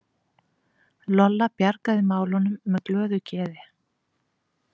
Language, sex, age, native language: Icelandic, female, 40-49, Icelandic